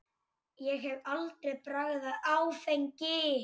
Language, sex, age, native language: Icelandic, male, 8, Icelandic